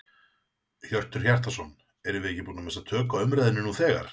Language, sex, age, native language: Icelandic, male, 40-49, Icelandic